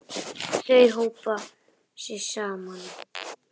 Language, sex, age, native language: Icelandic, female, 10, Icelandic